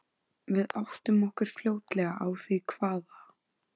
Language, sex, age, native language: Icelandic, female, 14, Icelandic